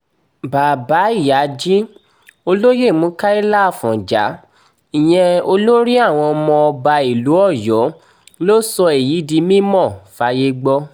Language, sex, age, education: Yoruba, male, 15-29, tertiary